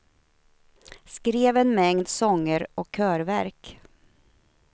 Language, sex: Swedish, female